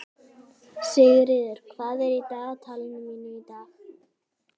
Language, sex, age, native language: Icelandic, other, 11, Icelandic